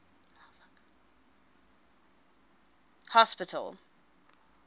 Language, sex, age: English, female, 20